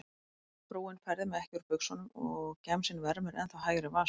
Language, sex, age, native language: Icelandic, female, 20-29, Icelandic